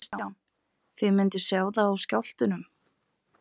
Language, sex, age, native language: Icelandic, female, 20-29, Icelandic